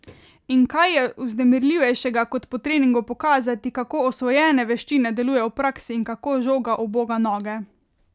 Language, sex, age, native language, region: Slovenian, female, 18-29, Slovenian, Carinthia region